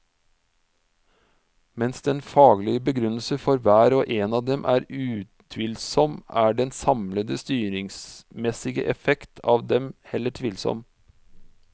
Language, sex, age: Norwegian, male, 46